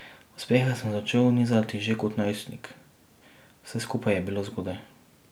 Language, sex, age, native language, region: Slovenian, male, 18-29, Slovenian, Drava region